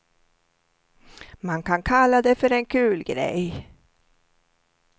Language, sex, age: Swedish, female, 67